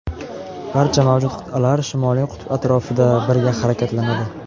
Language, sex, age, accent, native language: Uzbek, male, 18-24, Namangan, Uzbek